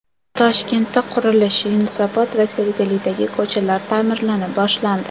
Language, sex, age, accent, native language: Uzbek, female, under 19, Toshkent shahri, Uzbek